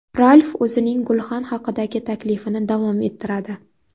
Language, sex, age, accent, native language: Uzbek, female, 19-29, Navoiy, Uzbek